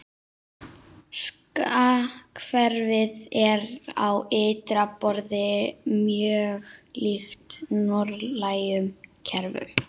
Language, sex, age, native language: Icelandic, female, 18-19, Icelandic